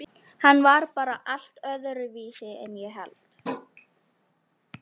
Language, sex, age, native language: Icelandic, female, 13, Icelandic